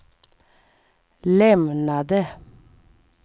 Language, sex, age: Swedish, female, 44